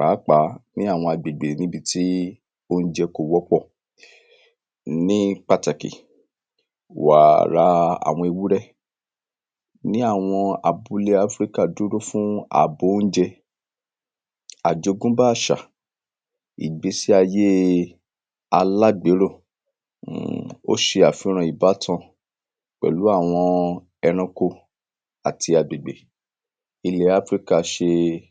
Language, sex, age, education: Yoruba, male, 30-45, secondary